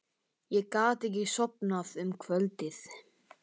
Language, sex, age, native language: Icelandic, male, 12, Icelandic